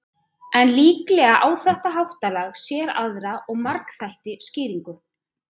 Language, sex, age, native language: Icelandic, female, 30-39, Icelandic